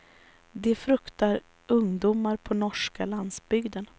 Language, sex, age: Swedish, female, 34